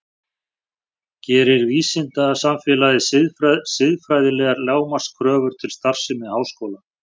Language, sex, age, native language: Icelandic, male, 40-49, Icelandic